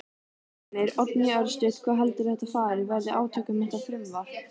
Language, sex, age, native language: Icelandic, female, 18-19, Icelandic